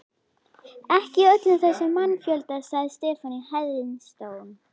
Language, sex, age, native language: Icelandic, female, 11, Icelandic